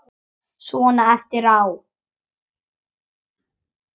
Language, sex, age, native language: Icelandic, male, 8, Icelandic